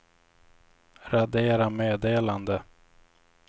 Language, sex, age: Swedish, male, 26